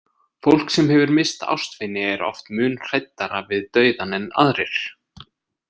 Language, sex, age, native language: Icelandic, male, 20-29, Icelandic